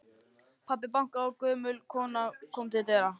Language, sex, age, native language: Icelandic, male, 13, Icelandic